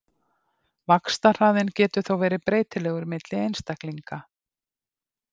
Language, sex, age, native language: Icelandic, female, 50-59, Icelandic